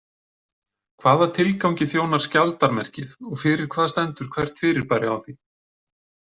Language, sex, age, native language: Icelandic, male, 40-49, Icelandic